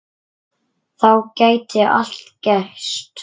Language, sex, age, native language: Icelandic, male, 9, Icelandic